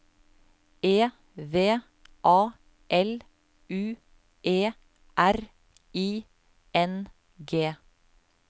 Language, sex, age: Norwegian, female, 35